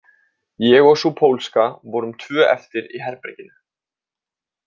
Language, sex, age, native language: Icelandic, male, 20-29, Icelandic